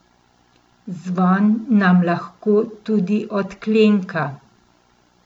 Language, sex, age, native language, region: Slovenian, female, 50-59, Slovenian, Central Slovenia